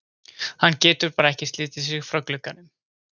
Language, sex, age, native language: Icelandic, male, 20-29, Icelandic